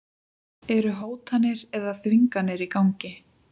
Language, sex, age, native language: Icelandic, female, 20-29, Icelandic